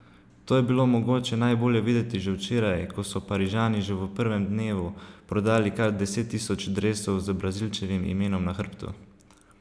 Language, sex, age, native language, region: Slovenian, male, 18-29, Slovenian, Savinja region